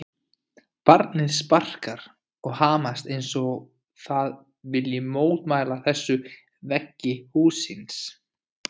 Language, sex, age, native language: Icelandic, male, 20-29, Icelandic